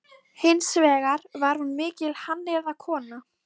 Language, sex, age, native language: Icelandic, female, 13, Icelandic